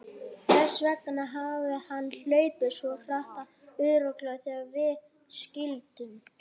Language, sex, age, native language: Icelandic, female, 40-49, Icelandic